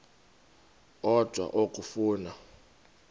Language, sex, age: Xhosa, male, 32